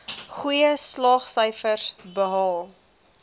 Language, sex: Afrikaans, female